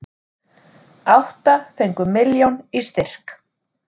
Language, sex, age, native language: Icelandic, female, 40-49, Icelandic